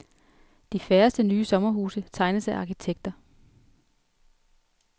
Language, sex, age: Danish, female, 33